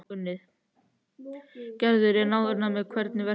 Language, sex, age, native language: Icelandic, male, 13, Icelandic